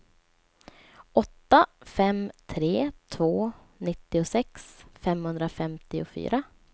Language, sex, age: Swedish, female, 27